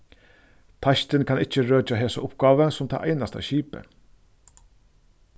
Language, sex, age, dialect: Faroese, male, 36-60, Suðurstreymoy